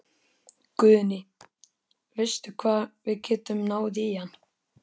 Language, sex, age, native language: Icelandic, male, 13, Icelandic